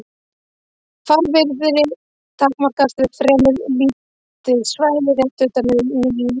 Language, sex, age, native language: Icelandic, female, 30-39, Icelandic